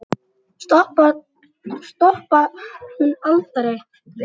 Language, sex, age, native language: Icelandic, male, 8, Icelandic